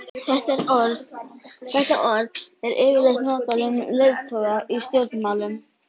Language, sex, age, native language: Icelandic, female, 11, Icelandic